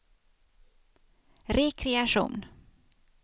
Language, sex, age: Swedish, female, 56